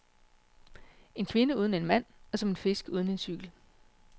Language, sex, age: Danish, female, 36